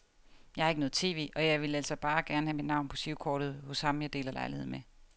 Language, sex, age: Danish, female, 30